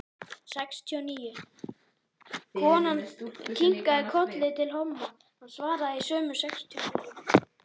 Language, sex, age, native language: Icelandic, male, 11, Icelandic